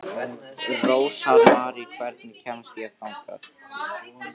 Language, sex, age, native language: Icelandic, male, 13, Icelandic